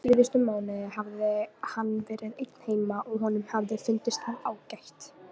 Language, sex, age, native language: Icelandic, female, 18-19, Icelandic